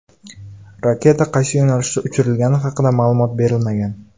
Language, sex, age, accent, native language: Uzbek, male, 18-24, Jizzax, Uzbek